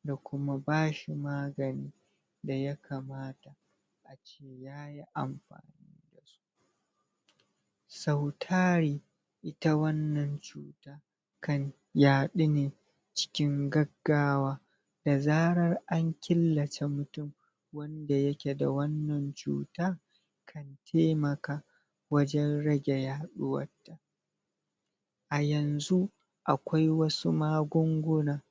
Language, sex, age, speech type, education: Hausa, male, 30-45, spontaneous, secondary